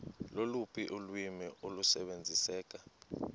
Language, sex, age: Xhosa, male, 19